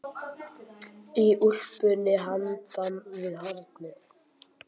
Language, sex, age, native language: Icelandic, male, 10, Icelandic